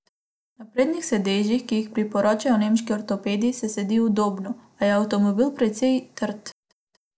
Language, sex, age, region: Slovenian, female, 18-29, Abroad